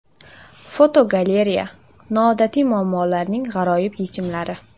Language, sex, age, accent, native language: Uzbek, female, 18-24, Samarqand, Uzbek